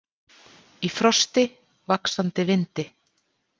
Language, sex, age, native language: Icelandic, female, 40-49, Icelandic